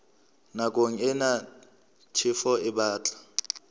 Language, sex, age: Southern Sotho, male, 26